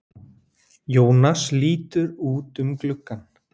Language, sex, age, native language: Icelandic, male, 40-49, Icelandic